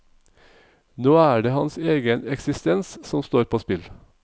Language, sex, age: Norwegian, male, 45